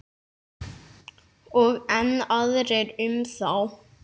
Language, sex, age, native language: Icelandic, male, 9, Icelandic